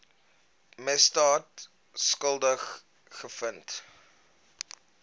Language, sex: Afrikaans, male